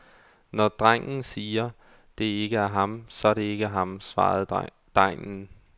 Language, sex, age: Danish, male, 32